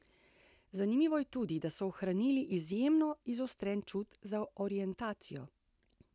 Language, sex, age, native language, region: Slovenian, female, 60+, Slovenian, Central Slovenia